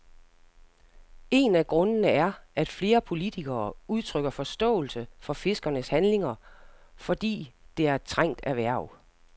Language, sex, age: Danish, female, 60